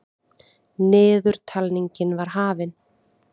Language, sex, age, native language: Icelandic, female, 30-39, Icelandic